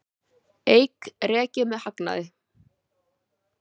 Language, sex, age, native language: Icelandic, female, 40-49, Icelandic